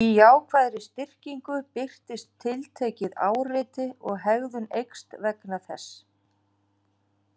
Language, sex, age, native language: Icelandic, female, 40-49, Icelandic